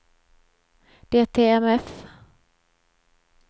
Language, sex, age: Swedish, female, 26